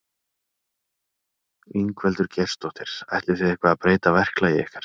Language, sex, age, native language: Icelandic, male, 30-39, Icelandic